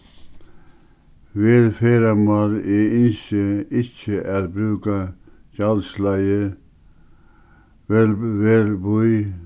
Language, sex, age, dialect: Faroese, male, 61+, Suðuroy